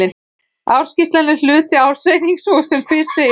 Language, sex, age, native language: Icelandic, female, 15, Icelandic